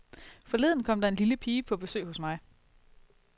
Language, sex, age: Danish, female, 22